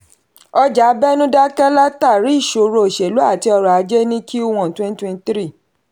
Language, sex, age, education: Yoruba, female, 30-45, tertiary